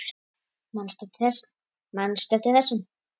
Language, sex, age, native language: Icelandic, female, 9, Icelandic